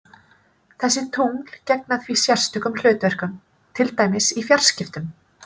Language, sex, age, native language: Icelandic, female, 30-39, Icelandic